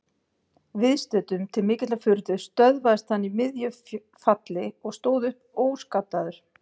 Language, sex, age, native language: Icelandic, female, 50-59, Icelandic